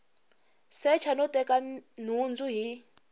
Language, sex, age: Tsonga, female, 21